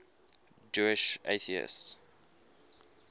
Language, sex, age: English, male, 19